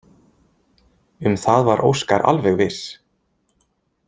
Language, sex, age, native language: Icelandic, male, 20-29, Icelandic